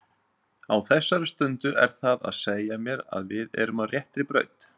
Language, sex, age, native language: Icelandic, male, 30-39, Icelandic